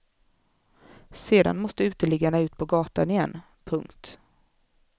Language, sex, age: Swedish, female, 24